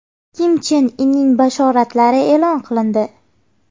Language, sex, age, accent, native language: Uzbek, female, 18-24, Farg'ona, Uzbek